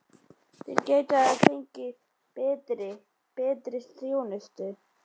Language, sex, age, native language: Icelandic, male, 11, Icelandic